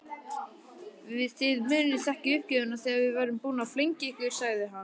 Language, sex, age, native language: Icelandic, male, 18-19, Icelandic